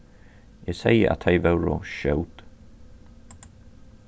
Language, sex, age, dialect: Faroese, male, 36-60, Norðurstreymoy/Eysturoy